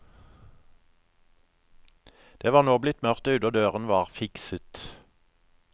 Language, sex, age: Norwegian, male, 57